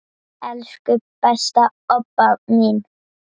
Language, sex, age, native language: Icelandic, female, 8, Icelandic